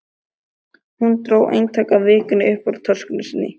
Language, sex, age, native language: Icelandic, male, 13, Icelandic